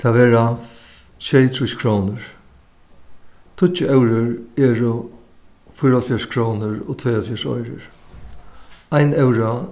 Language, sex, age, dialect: Faroese, male, 61+, Suðuroy